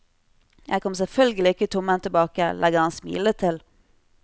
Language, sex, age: Norwegian, female, 25